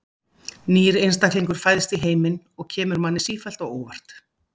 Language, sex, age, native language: Icelandic, female, 50-59, Icelandic